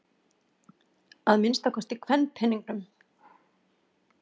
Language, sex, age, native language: Icelandic, female, 40-49, Icelandic